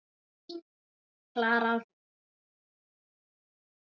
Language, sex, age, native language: Icelandic, male, 9, Icelandic